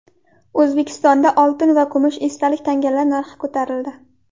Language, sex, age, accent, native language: Uzbek, female, 18-24, Qashqadaryo, Uzbek